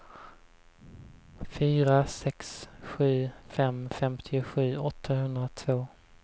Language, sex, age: Swedish, male, 20